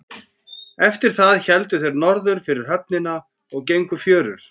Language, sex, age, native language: Icelandic, female, 14, Icelandic